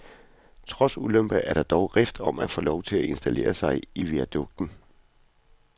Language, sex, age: Danish, male, 41